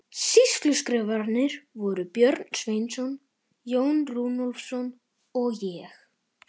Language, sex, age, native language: Icelandic, male, 11, Icelandic